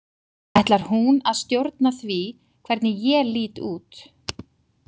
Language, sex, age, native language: Icelandic, female, 30-39, Icelandic